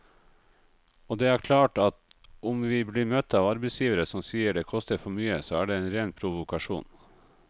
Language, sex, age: Norwegian, male, 38